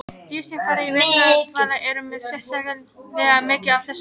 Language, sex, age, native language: Icelandic, female, 18-19, Icelandic